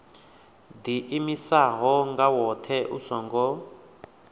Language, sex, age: Venda, male, 28